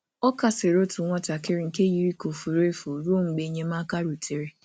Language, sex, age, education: Igbo, male, 30-45, tertiary